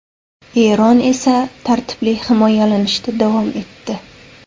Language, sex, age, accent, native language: Uzbek, female, 18-24, Samarqand, Uzbek